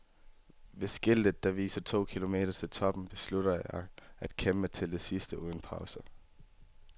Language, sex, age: Danish, male, 18